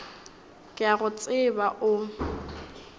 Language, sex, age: Northern Sotho, female, 19